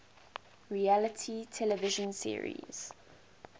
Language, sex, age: English, female, 19